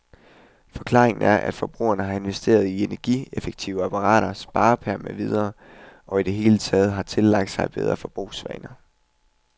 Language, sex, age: Danish, male, 21